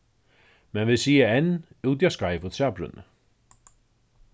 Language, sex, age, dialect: Faroese, male, 36-60, Suðurstreymoy